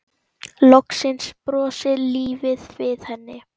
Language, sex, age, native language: Icelandic, male, 10, Icelandic